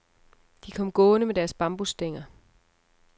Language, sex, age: Danish, female, 34